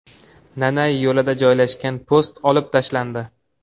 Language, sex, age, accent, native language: Uzbek, male, 18-24, Farg'ona, Uzbek